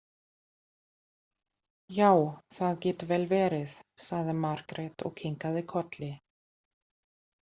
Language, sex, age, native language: Icelandic, female, 40-49, German